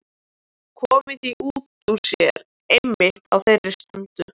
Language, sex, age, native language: Icelandic, male, 13, Icelandic